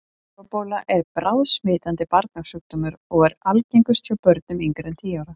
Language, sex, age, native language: Icelandic, female, 30-39, Icelandic